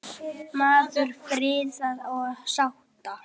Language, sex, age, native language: Icelandic, male, 8, Icelandic